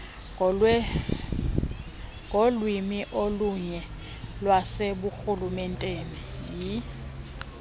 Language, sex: Xhosa, female